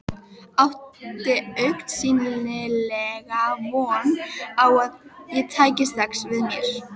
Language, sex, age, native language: Icelandic, female, 12, Icelandic